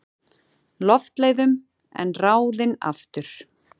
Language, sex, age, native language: Icelandic, female, 40-49, Icelandic